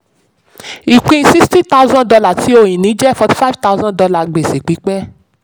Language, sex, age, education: Yoruba, female, 30-45, tertiary